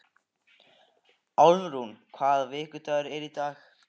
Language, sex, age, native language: Icelandic, male, 15, Icelandic